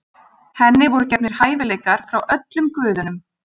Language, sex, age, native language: Icelandic, female, 40-49, Icelandic